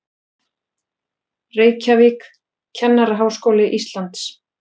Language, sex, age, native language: Icelandic, female, 40-49, Icelandic